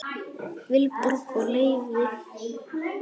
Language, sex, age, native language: Icelandic, male, 9, Icelandic